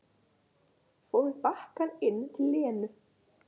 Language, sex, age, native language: Icelandic, male, 11, Icelandic